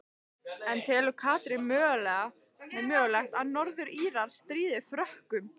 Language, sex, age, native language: Icelandic, female, 15, Icelandic